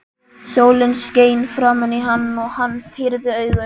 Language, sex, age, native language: Icelandic, male, 11, Icelandic